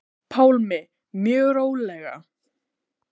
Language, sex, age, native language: Icelandic, female, 18-19, Icelandic